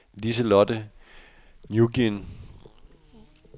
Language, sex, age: Danish, male, 48